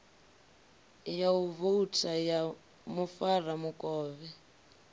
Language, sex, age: Venda, female, 25